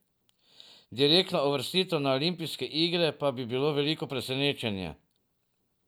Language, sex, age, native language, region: Slovenian, male, 50-59, Slovenian, Drava region